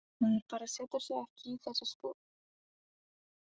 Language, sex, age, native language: Icelandic, female, 18-19, Icelandic